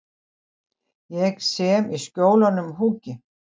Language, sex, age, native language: Icelandic, female, 60-69, Icelandic